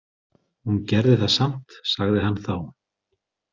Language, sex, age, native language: Icelandic, male, 40-49, Icelandic